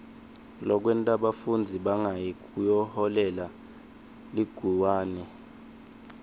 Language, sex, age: Swati, male, 20